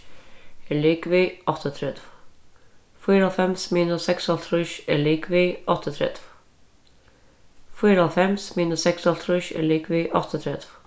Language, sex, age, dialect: Faroese, female, 36-60, Norðurstreymoy/Eysturoy